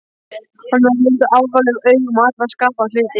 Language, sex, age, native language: Icelandic, male, 12, Icelandic